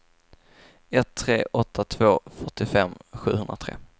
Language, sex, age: Swedish, male, 22